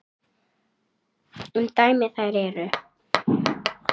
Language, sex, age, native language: Icelandic, female, 8, Icelandic